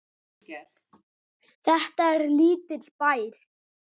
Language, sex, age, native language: Icelandic, male, 8, Icelandic